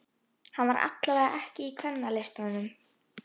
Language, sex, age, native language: Icelandic, female, 11, Icelandic